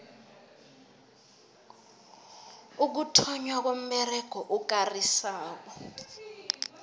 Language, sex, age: South Ndebele, female, 22